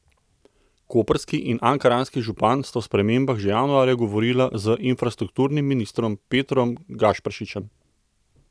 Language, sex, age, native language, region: Slovenian, male, 30-49, Slovenian, Central Slovenia